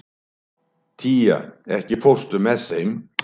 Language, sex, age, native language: Icelandic, male, 70-79, Icelandic